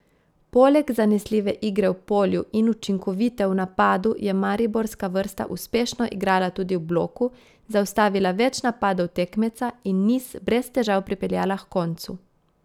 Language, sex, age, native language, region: Slovenian, female, 30-49, Slovenian, Gorica region